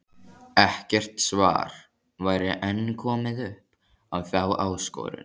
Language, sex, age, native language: Icelandic, male, 14, Icelandic